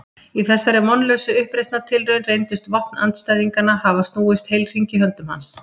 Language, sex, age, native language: Icelandic, female, 50-59, Icelandic